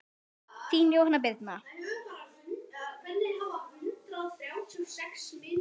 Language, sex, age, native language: Icelandic, female, 9, Icelandic